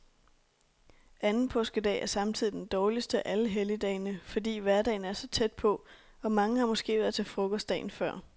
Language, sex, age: Danish, female, 26